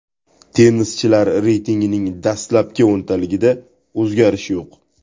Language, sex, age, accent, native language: Uzbek, male, 18-24, Toshkent viloyati, Uzbek